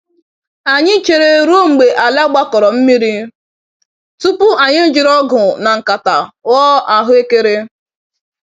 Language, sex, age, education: Igbo, female, 15-29, tertiary